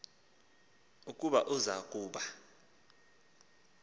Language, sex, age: Xhosa, male, 19